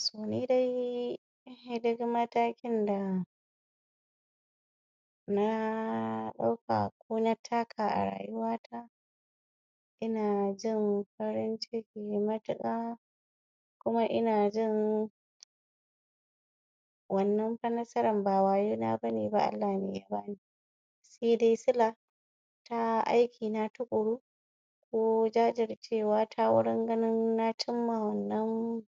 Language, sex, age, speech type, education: Hausa, female, 46-60, spontaneous, tertiary